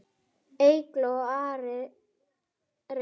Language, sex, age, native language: Icelandic, female, 9, Icelandic